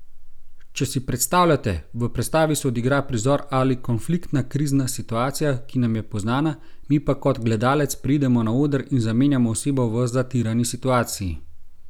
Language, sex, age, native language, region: Slovenian, male, 30-49, Slovenian, Gorenjska region